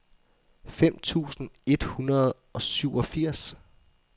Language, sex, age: Danish, male, 24